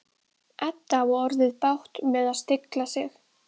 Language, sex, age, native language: Icelandic, female, 12, Icelandic